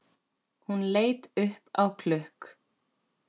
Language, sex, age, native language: Icelandic, female, 10, Icelandic